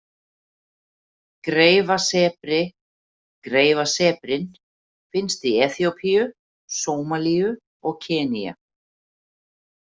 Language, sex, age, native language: Icelandic, female, 50-59, Icelandic